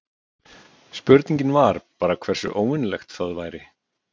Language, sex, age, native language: Icelandic, male, 40-49, Icelandic